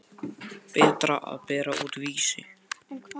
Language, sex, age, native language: Icelandic, male, 18-19, Icelandic